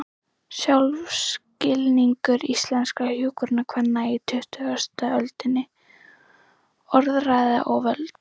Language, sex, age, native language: Icelandic, female, 11, Icelandic